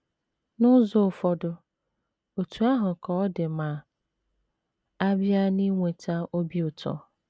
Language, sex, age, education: Igbo, female, 30-45, tertiary